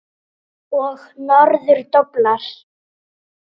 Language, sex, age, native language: Icelandic, female, 9, Icelandic